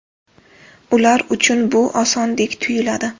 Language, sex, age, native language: Uzbek, female, 18-24, Uzbek